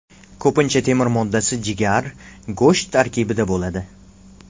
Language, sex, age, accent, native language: Uzbek, male, 18-24, Namangan, Uzbek